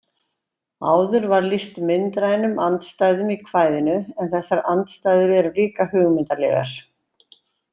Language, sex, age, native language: Icelandic, female, 60-69, Icelandic